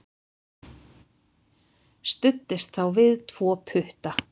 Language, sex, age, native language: Icelandic, female, 50-59, Icelandic